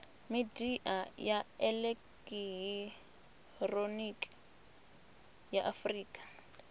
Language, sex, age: Venda, female, 26